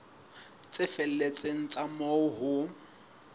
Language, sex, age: Southern Sotho, male, 19